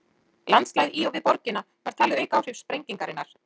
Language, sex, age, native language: Icelandic, female, 40-49, Icelandic